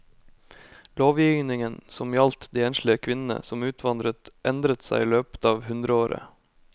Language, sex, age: Norwegian, male, 25